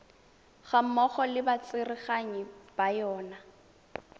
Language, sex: Tswana, female